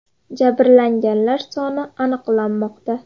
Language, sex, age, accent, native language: Uzbek, female, under 19, Farg'ona, Uzbek